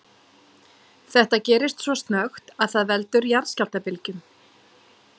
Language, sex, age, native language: Icelandic, female, 40-49, Icelandic